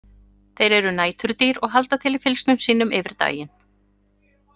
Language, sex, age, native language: Icelandic, female, 40-49, Icelandic